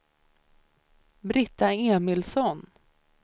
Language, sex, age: Swedish, female, 30